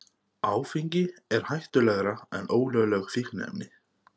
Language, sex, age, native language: Icelandic, male, 30-39, Icelandic